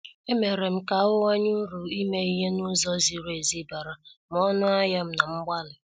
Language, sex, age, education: Igbo, female, 30-45, secondary